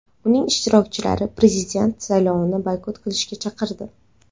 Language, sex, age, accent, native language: Uzbek, female, 18-24, Xorazm, Uzbek